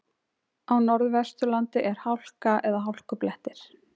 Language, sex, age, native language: Icelandic, female, 20-29, Icelandic